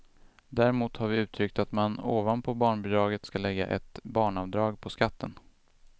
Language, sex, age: Swedish, male, 25